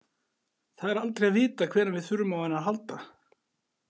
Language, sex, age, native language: Icelandic, male, 40-49, Icelandic